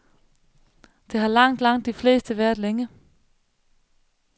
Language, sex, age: Danish, female, 35